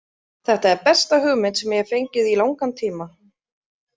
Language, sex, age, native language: Icelandic, female, 30-39, Icelandic